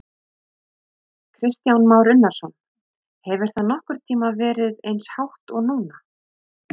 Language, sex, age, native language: Icelandic, female, 30-39, Icelandic